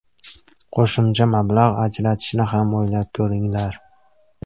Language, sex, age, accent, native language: Uzbek, male, 18-24, Farg'ona, Uzbek